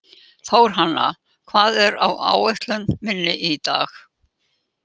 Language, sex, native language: Icelandic, female, Icelandic